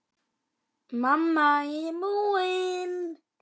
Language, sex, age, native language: Icelandic, male, 10, Icelandic